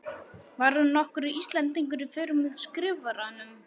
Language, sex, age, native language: Icelandic, male, 11, Icelandic